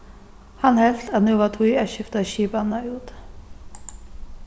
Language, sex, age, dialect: Faroese, female, 36-60, Suðurstreymoy